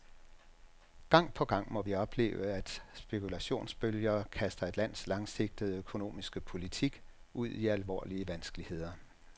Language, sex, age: Danish, male, 67